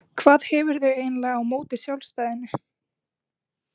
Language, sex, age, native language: Icelandic, female, 20-29, Icelandic